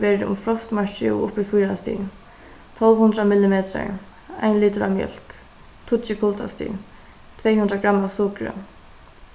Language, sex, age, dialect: Faroese, female, 15-35, Suðuroy